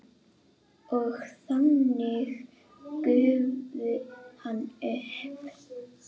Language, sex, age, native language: Icelandic, female, 8, Icelandic